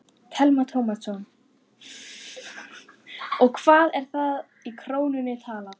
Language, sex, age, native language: Icelandic, female, 14, Icelandic